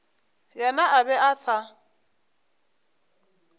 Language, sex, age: Northern Sotho, female, 25